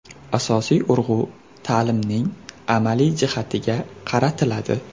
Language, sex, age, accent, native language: Uzbek, male, 18-24, Surxondaryo, Uzbek